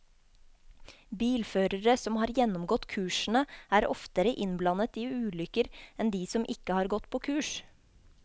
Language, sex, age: Norwegian, female, 24